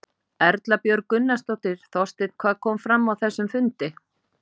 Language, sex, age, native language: Icelandic, female, 50-59, Icelandic